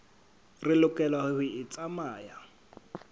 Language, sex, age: Southern Sotho, male, 25